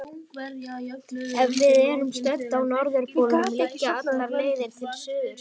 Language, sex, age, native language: Icelandic, female, 18-19, Icelandic